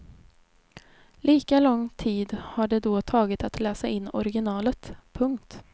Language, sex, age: Swedish, female, 20